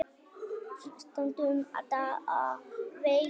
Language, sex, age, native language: Icelandic, male, 9, Icelandic